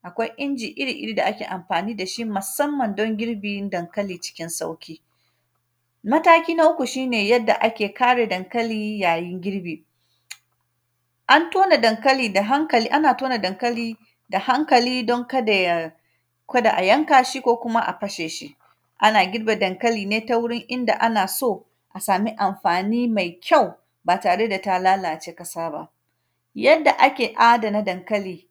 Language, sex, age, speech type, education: Hausa, female, 30-45, spontaneous, tertiary